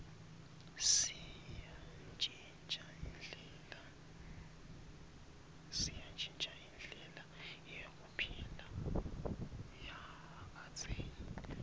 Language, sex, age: Swati, male, 23